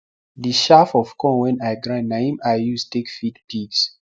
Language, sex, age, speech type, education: Nigerian Pidgin, male, 15-29, spontaneous, tertiary